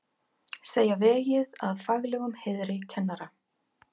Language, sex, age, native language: Icelandic, female, 50-59, Icelandic